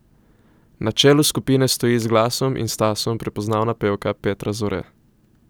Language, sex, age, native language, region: Slovenian, male, 18-29, Slovenian, Coastal Karst region